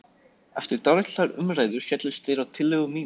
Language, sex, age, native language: Icelandic, male, 13, Icelandic